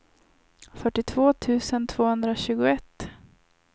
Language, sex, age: Swedish, female, 25